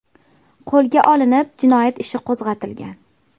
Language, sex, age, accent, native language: Uzbek, female, 18-24, Toshkent viloyati, Uzbek